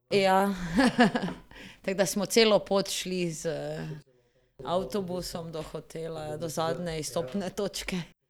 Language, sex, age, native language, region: Slovenian, female, 30-49, Slovenian, Drava region